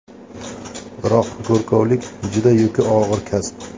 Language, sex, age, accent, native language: Uzbek, male, 25-34, Samarqand, Uzbek